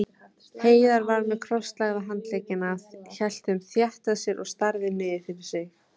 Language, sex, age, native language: Icelandic, female, 18-19, Icelandic